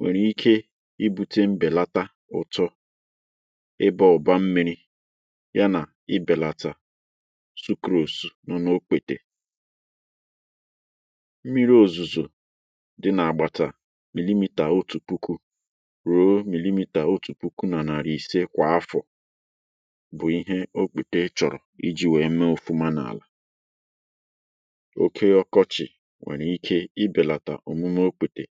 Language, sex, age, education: Igbo, male, 30-45, tertiary